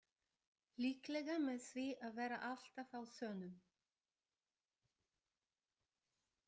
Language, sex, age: Icelandic, female, 50-59